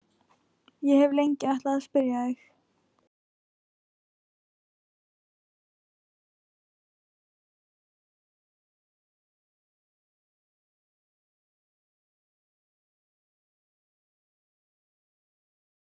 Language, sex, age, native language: Icelandic, female, 15, Icelandic